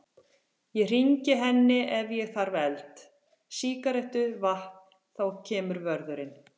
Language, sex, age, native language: Icelandic, female, 40-49, Icelandic